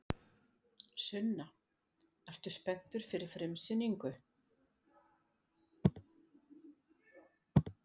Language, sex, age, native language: Icelandic, female, 60-69, Icelandic